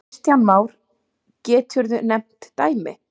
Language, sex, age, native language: Icelandic, male, 8, Icelandic